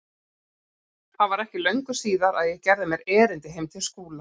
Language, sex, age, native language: Icelandic, female, 40-49, Icelandic